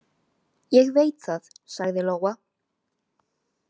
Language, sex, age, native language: Icelandic, female, 18-19, Chinese